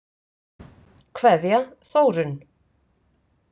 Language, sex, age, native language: Icelandic, female, 50-59, Icelandic